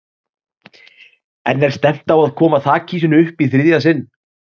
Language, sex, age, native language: Icelandic, male, 30-39, Icelandic